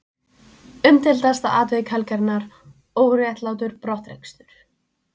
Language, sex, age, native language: Icelandic, female, 20-29, Icelandic